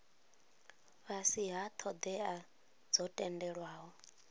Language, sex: Venda, female